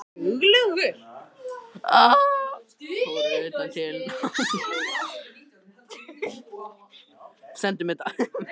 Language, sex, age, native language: Icelandic, other, 18-19, Icelandic